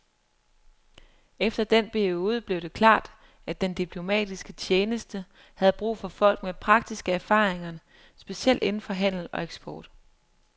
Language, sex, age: Danish, female, 23